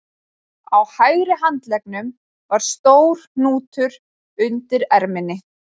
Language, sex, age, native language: Icelandic, female, 20-29, Icelandic